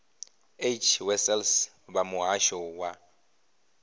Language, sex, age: Venda, male, 25